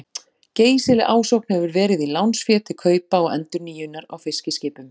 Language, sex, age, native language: Icelandic, female, 40-49, Icelandic